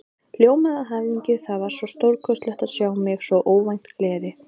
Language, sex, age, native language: Icelandic, female, 30-39, Icelandic